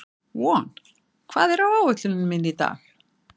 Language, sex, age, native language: Icelandic, female, 60-69, Icelandic